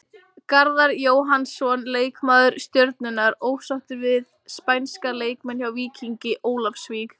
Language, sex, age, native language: Icelandic, female, 20-29, Icelandic